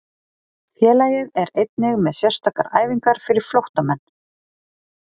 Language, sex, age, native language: Icelandic, female, 40-49, Icelandic